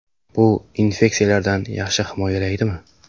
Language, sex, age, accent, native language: Uzbek, male, 18-24, Samarqand, Uzbek